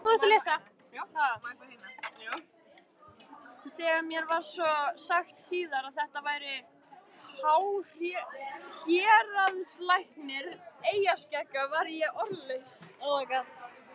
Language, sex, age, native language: Icelandic, female, 18-19, Icelandic